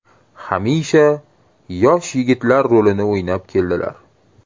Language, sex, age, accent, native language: Uzbek, male, 18-24, Toshkent shahri, Uzbek